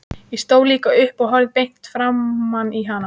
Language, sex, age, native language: Icelandic, female, 14, Icelandic